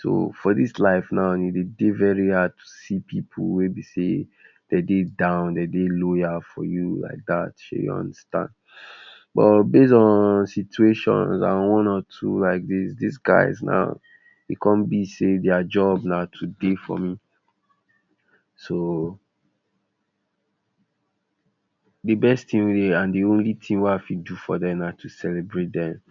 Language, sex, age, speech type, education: Nigerian Pidgin, male, 60+, spontaneous, tertiary